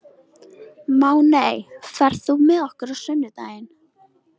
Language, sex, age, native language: Icelandic, female, 13, Icelandic